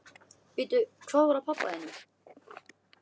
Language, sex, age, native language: Icelandic, male, 13, Icelandic